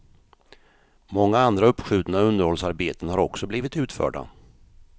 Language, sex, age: Swedish, male, 53